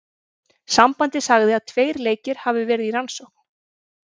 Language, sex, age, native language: Icelandic, female, 30-39, Icelandic